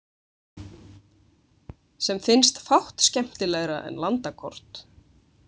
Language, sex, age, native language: Icelandic, female, 20-29, Icelandic